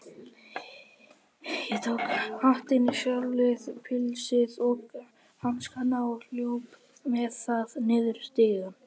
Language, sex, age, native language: Icelandic, female, 50-59, Icelandic